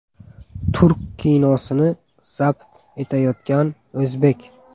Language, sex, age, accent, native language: Uzbek, male, 18-24, Buxoro, Uzbek